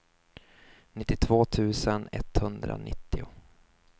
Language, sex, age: Swedish, male, 24